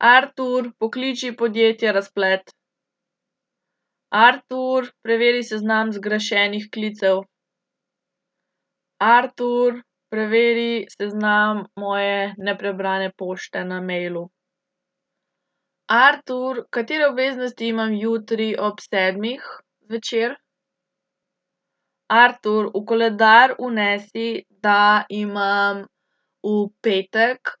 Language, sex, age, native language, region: Slovenian, female, 18-29, Slovenian, Central Slovenia